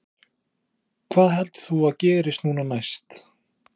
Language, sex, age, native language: Icelandic, male, 20-29, Icelandic